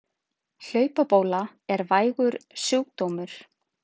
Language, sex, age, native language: Icelandic, female, 30-39, Icelandic